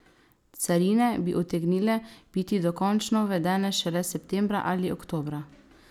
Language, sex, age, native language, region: Slovenian, female, 18-29, Slovenian, Savinja region